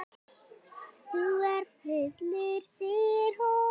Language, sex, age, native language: Icelandic, female, 9, Icelandic